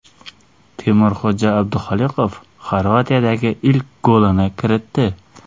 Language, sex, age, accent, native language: Uzbek, male, 18-24, Xorazm, Uzbek